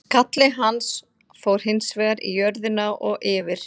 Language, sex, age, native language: Icelandic, female, 40-49, Icelandic